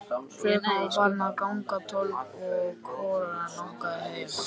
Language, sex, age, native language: Icelandic, male, 13, Icelandic